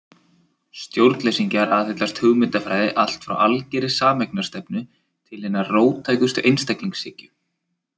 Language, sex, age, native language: Icelandic, male, 20-29, Icelandic